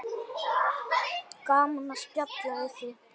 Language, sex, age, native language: Icelandic, male, 9, Icelandic